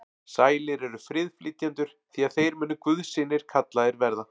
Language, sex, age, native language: Icelandic, male, 40-49, Icelandic